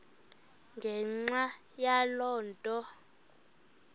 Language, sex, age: Xhosa, female, 26